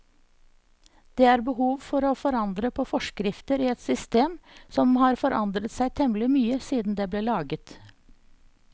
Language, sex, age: Norwegian, female, 54